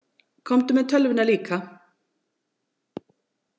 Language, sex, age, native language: Icelandic, female, 40-49, Icelandic